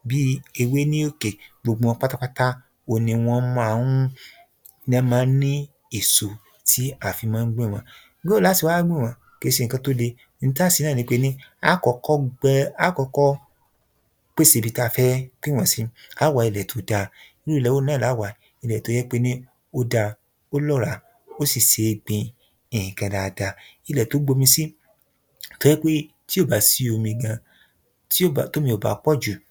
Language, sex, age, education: Yoruba, male, 30-45, tertiary